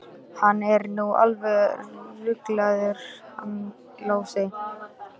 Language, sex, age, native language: Icelandic, male, 13, Icelandic